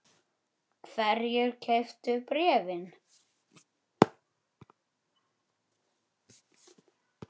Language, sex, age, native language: Icelandic, male, 9, Icelandic